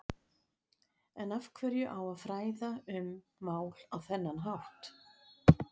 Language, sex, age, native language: Icelandic, female, 60-69, Icelandic